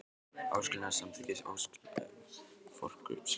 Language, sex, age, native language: Icelandic, male, 12, Icelandic